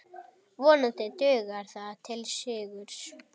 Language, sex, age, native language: Icelandic, female, 9, Icelandic